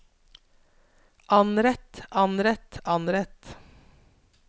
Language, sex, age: Norwegian, female, 42